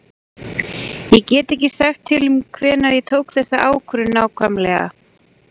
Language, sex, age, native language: Icelandic, female, 40-49, Icelandic